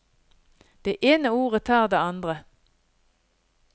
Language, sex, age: Norwegian, female, 50